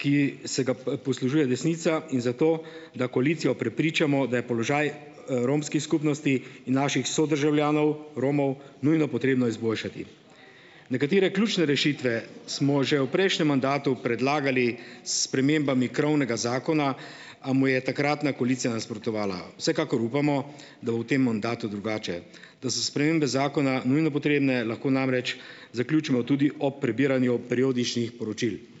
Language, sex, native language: Slovenian, male, Slovenian